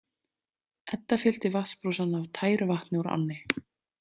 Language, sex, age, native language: Icelandic, female, 30-39, Icelandic